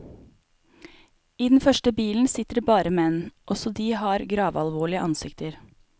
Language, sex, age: Norwegian, female, 28